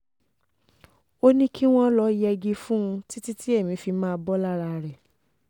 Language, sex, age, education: Yoruba, female, 15-29, tertiary